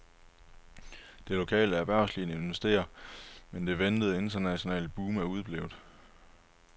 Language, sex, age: Danish, male, 23